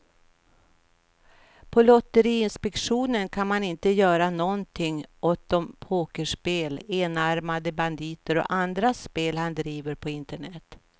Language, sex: Swedish, female